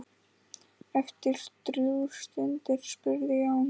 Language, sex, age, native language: Icelandic, male, 10, Icelandic